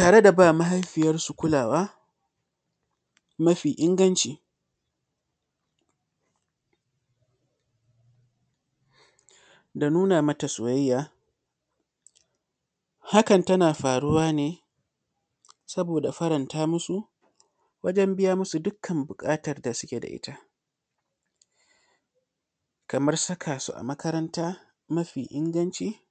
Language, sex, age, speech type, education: Hausa, male, 15-29, spontaneous, secondary